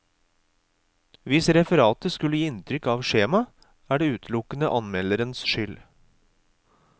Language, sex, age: Norwegian, male, 36